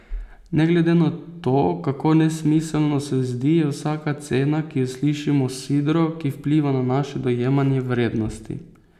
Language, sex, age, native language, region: Slovenian, male, 18-29, Slovenian, Posavska region